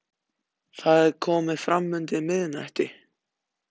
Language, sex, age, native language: Icelandic, other, 14, Icelandic